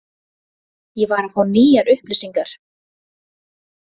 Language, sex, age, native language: Icelandic, female, 30-39, Icelandic